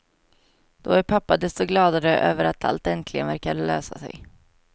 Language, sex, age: Swedish, female, 22